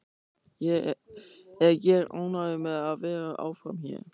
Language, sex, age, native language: Icelandic, male, 14, German